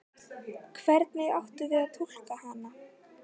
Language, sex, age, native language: Icelandic, female, 12, Icelandic